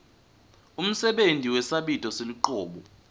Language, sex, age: Swati, male, 20